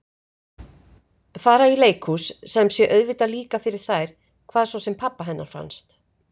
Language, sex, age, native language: Icelandic, female, 50-59, Icelandic